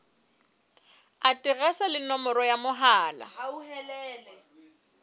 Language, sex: Southern Sotho, female